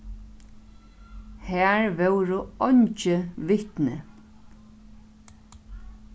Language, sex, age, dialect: Faroese, female, 36-60, Norðurstreymoy/Eysturoy